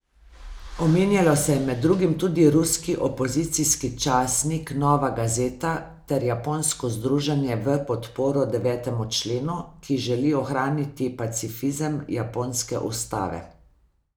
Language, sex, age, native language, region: Slovenian, female, 50-59, Slovenian, Savinja region